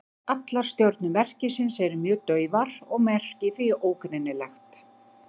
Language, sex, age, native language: Icelandic, female, 50-59, Icelandic